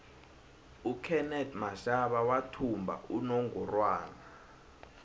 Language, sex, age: South Ndebele, male, 19